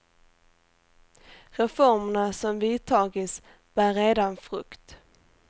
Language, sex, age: Swedish, female, 18